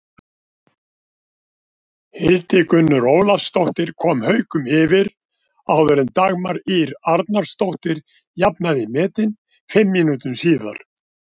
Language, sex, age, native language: Icelandic, male, 70-79, Icelandic